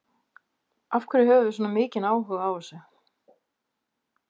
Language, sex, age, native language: Icelandic, female, 50-59, Icelandic